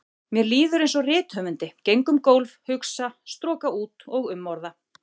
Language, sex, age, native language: Icelandic, female, 40-49, Icelandic